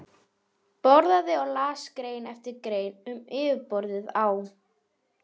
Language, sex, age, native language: Icelandic, female, 11, Icelandic